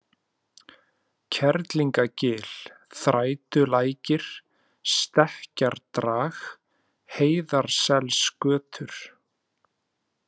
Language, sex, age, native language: Icelandic, male, 30-39, Icelandic